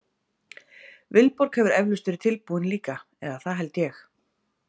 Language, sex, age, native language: Icelandic, female, 30-39, Icelandic